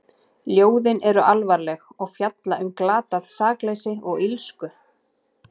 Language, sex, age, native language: Icelandic, female, 30-39, Icelandic